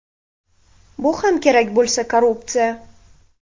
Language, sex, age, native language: Uzbek, female, 18-24, Uzbek